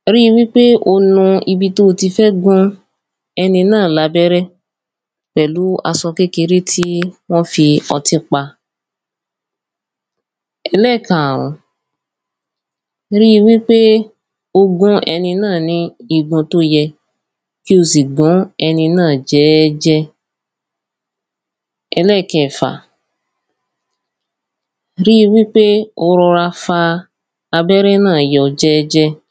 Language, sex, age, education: Yoruba, female, 15-29, tertiary